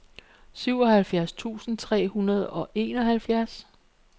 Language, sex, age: Danish, female, 48